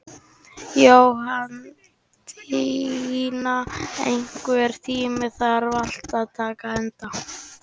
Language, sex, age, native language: Icelandic, male, 18-19, Icelandic